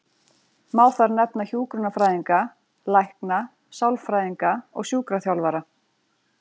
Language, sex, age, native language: Icelandic, female, 40-49, Icelandic